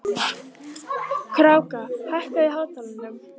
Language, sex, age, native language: Icelandic, female, 18-19, Icelandic